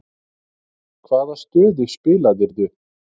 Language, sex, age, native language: Icelandic, male, 30-39, Icelandic